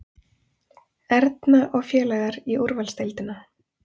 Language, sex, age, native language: Icelandic, female, 30-39, Icelandic